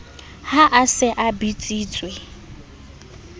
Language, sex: Southern Sotho, female